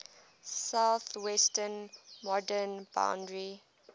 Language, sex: English, female